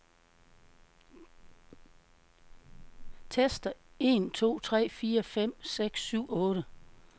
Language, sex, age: Danish, female, 52